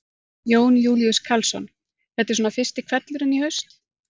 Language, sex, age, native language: Icelandic, female, 40-49, Icelandic